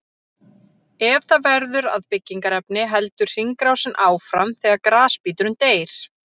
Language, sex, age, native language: Icelandic, female, 30-39, Icelandic